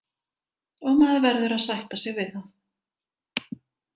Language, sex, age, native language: Icelandic, female, 60-69, Icelandic